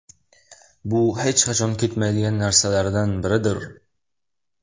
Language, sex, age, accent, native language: Uzbek, male, 18-24, Toshkent shahri, Uzbek